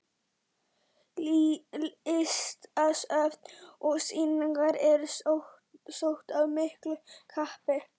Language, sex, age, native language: Icelandic, female, 11, Icelandic